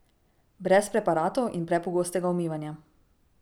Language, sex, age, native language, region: Slovenian, female, 18-29, Slovenian, Drava region